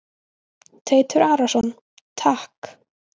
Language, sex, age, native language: Icelandic, female, 20-29, Icelandic